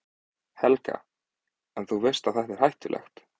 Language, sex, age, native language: Icelandic, male, 20-29, Icelandic